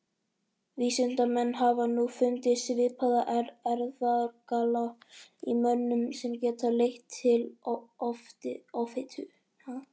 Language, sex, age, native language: Icelandic, female, 30-39, Icelandic